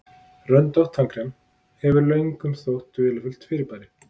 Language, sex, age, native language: Icelandic, male, 30-39, Icelandic